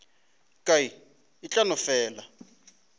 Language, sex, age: Northern Sotho, male, 20